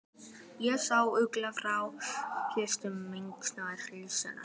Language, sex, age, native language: Icelandic, male, 12, Icelandic